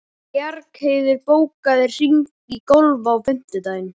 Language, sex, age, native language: Icelandic, male, 12, Icelandic